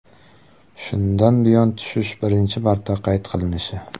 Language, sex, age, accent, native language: Uzbek, male, 18-24, Surxondaryo, Uzbek